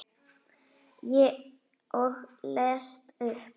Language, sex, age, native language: Icelandic, female, 8, Icelandic